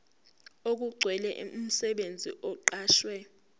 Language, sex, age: Zulu, female, 18